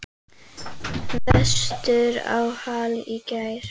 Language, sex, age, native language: Icelandic, female, 8, Icelandic